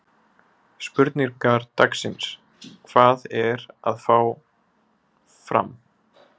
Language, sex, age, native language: Icelandic, male, 20-29, Icelandic